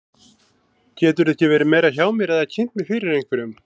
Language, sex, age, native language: Icelandic, male, 40-49, Icelandic